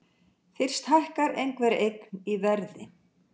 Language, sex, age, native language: Icelandic, female, 60-69, Icelandic